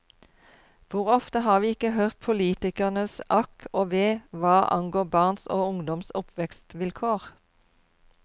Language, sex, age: Norwegian, female, 52